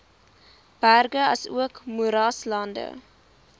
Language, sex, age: Afrikaans, female, 20